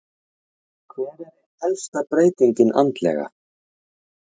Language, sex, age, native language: Icelandic, male, 30-39, Icelandic